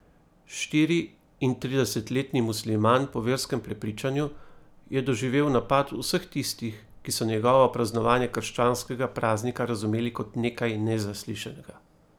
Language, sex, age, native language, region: Slovenian, male, 30-49, Slovenian, Primorsko-notranjska region